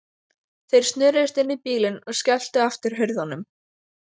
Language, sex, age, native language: Icelandic, female, 12, Icelandic